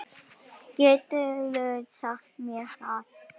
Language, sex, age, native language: Icelandic, female, 10, Icelandic